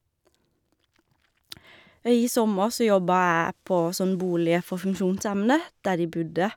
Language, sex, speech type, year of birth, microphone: Norwegian, female, spontaneous, 1991, Shure